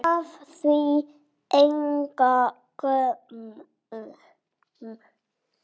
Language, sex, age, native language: Icelandic, female, 5, English